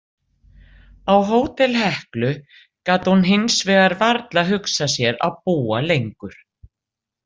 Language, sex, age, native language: Icelandic, female, 60-69, Icelandic